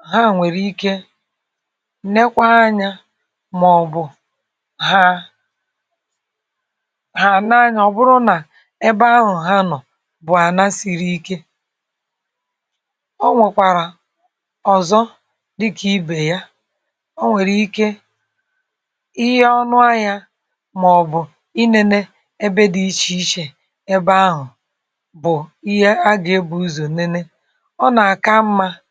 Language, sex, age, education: Igbo, male, 60+, tertiary